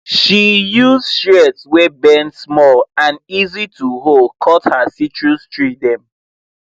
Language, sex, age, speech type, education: Nigerian Pidgin, male, 15-29, spontaneous, tertiary